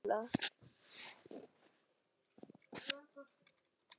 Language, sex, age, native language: Icelandic, male, 8, Icelandic